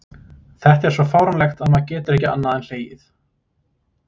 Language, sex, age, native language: Icelandic, male, 30-39, Icelandic